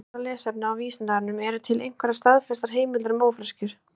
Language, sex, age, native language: Icelandic, female, 20-29, Icelandic